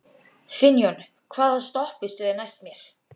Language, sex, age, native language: Icelandic, male, 12, Icelandic